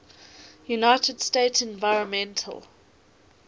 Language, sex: English, female